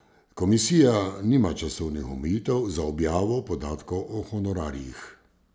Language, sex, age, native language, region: Slovenian, male, 50-59, Slovenian, Savinja region